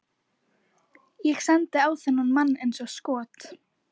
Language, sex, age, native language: Icelandic, female, 11, Icelandic